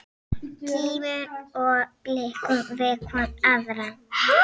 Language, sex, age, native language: Icelandic, female, 6, Icelandic